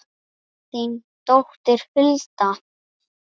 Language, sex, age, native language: Icelandic, female, 8, Icelandic